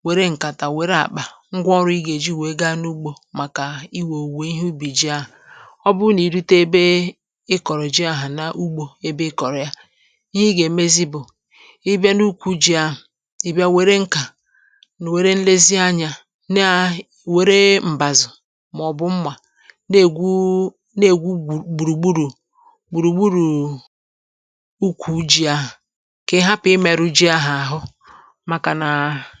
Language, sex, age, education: Igbo, male, 30-45, tertiary